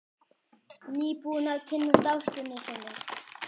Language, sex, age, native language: Icelandic, male, 10, Icelandic